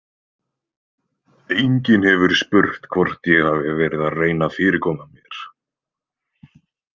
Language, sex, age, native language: Icelandic, male, 20-29, Icelandic